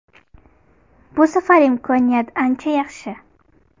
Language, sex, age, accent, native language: Uzbek, female, 19-29, Farg'ona, Uzbek